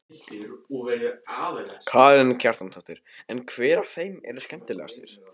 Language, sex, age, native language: Icelandic, male, 15, Icelandic